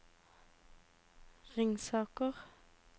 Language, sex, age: Norwegian, female, 18